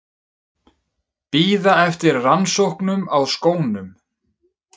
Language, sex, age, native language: Icelandic, male, 30-39, Icelandic